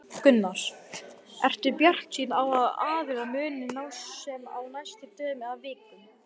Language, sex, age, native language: Icelandic, male, 18-19, Icelandic